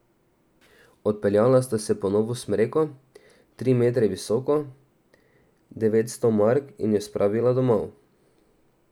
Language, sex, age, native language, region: Slovenian, male, 18-29, Slovenian, Drava region